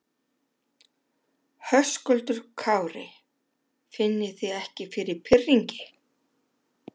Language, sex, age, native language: Icelandic, female, 60-69, Icelandic